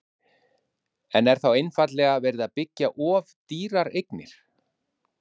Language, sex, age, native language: Icelandic, male, 50-59, Icelandic